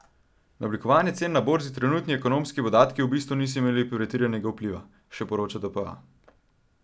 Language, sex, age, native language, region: Slovenian, male, 12-17, Slovenian, Central Slovenia